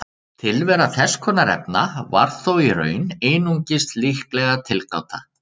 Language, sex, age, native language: Icelandic, male, 30-39, Icelandic